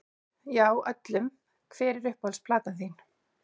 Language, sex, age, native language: Icelandic, female, 40-49, Icelandic